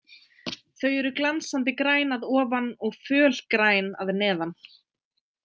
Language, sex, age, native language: Icelandic, female, 20-29, Icelandic